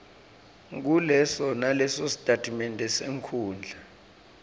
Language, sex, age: Swati, male, 26